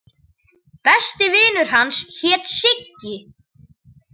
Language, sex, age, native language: Icelandic, male, 10, Icelandic